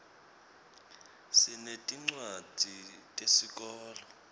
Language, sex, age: Swati, male, 25